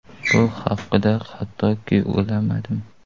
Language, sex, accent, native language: Uzbek, male, Qoraqalpog'iston, Uzbek